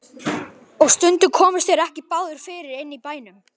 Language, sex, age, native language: Icelandic, male, 11, Icelandic